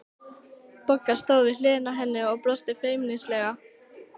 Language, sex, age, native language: Icelandic, female, 12, Icelandic